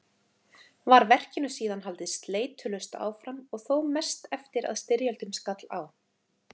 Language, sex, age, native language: Icelandic, female, 30-39, Icelandic